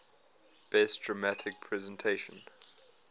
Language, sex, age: English, male, 22